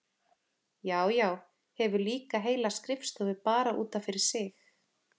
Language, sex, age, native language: Icelandic, female, 30-39, Icelandic